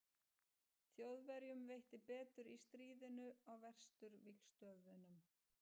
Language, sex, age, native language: Icelandic, female, 50-59, Icelandic